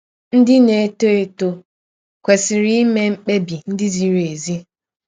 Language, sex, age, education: Igbo, female, 15-29, tertiary